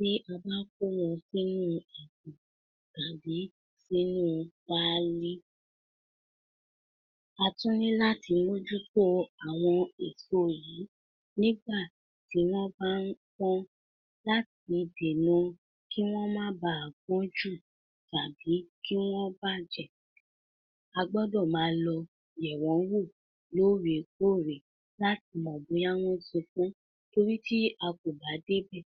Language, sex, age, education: Yoruba, female, 46-60, tertiary